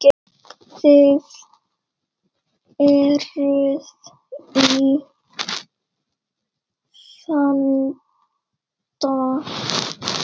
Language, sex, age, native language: Icelandic, female, 8, Icelandic